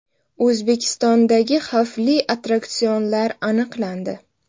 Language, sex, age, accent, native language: Uzbek, female, 18-24, Navoiy, Uzbek